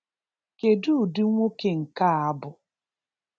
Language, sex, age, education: Igbo, female, 30-45, tertiary